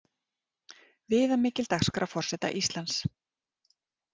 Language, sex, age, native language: Icelandic, female, 30-39, Icelandic